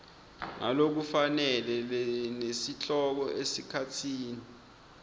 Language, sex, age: Swati, male, 20